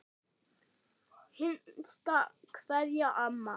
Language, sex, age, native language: Icelandic, female, 8, German